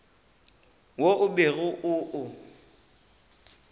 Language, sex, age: Northern Sotho, male, 19